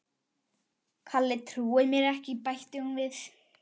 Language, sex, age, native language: Icelandic, female, 11, Icelandic